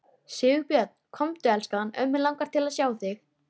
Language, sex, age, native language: Icelandic, female, 13, Icelandic